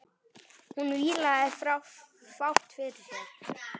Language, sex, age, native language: Icelandic, male, 9, Icelandic